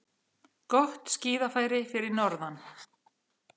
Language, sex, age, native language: Icelandic, female, 40-49, Icelandic